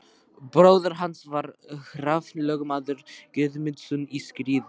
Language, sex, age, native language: Icelandic, male, 12, Icelandic